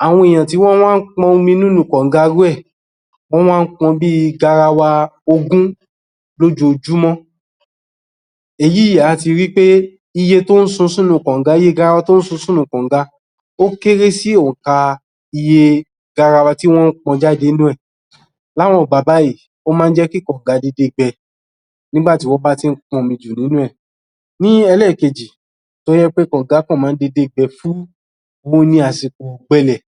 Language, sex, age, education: Yoruba, male, 30-45, tertiary